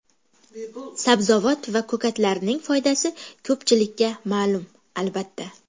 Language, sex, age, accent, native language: Uzbek, female, 18-24, Toshkent shahri, Uzbek